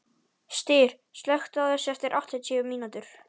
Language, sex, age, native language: Icelandic, male, 11, Icelandic